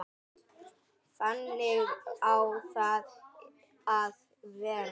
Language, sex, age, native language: Icelandic, male, 10, Icelandic